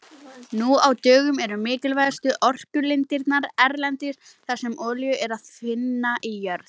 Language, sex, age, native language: Icelandic, female, 18-19, Icelandic